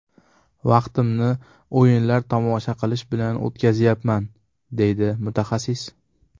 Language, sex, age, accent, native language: Uzbek, male, under 19, Farg'ona, Uzbek